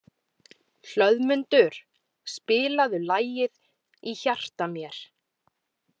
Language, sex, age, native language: Icelandic, female, 30-39, Icelandic